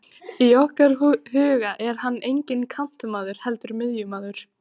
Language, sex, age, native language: Icelandic, female, 18-19, Icelandic